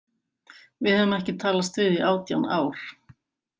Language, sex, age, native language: Icelandic, female, 50-59, Icelandic